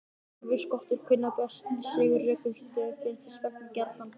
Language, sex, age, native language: Icelandic, male, 20-29, Icelandic